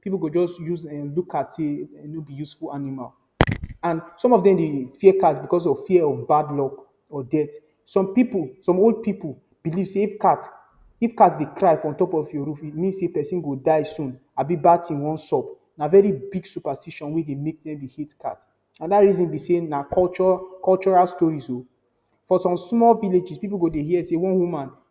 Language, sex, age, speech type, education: Nigerian Pidgin, male, 15-29, spontaneous, tertiary